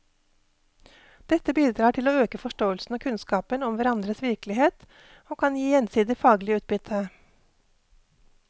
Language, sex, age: Norwegian, female, 48